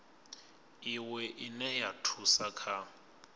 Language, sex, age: Venda, male, 24